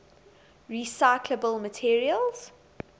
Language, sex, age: English, female, 22